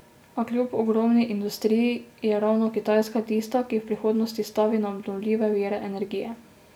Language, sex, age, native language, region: Slovenian, female, 18-29, Slovenian, Drava region